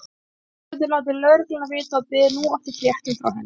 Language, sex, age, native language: Icelandic, female, 20-29, Icelandic